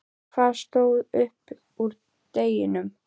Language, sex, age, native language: Icelandic, female, 11, Icelandic